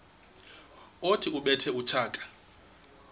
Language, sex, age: Xhosa, male, 21